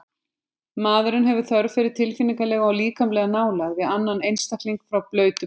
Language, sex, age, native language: Icelandic, female, 50-59, Icelandic